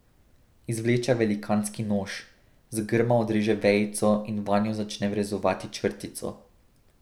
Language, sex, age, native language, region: Slovenian, male, 18-29, Slovenian, Drava region